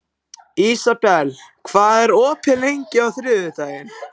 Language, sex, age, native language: Icelandic, other, 14, Icelandic